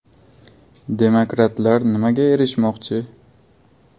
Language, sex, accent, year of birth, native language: Uzbek, male, Buxoro, 2002, Uzbek